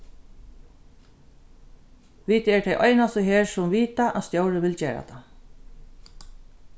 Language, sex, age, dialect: Faroese, female, 36-60, Norðurstreymoy/Eysturoy